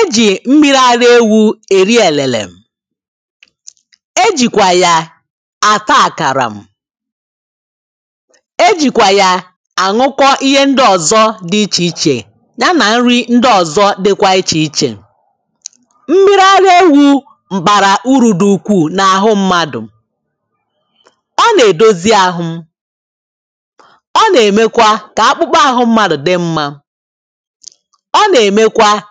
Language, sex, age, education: Igbo, female, 15-29, tertiary